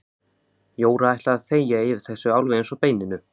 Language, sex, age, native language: Icelandic, male, 15, Icelandic